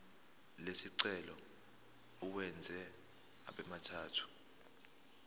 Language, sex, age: Zulu, male, 19